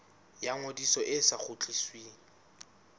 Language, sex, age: Southern Sotho, male, 19